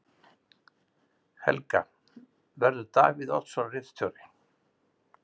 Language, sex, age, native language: Icelandic, male, 60-69, Icelandic